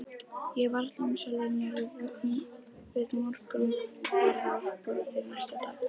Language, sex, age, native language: Icelandic, female, 11, Icelandic